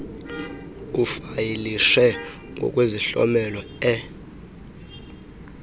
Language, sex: Xhosa, male